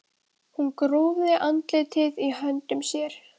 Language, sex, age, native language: Icelandic, female, 12, Icelandic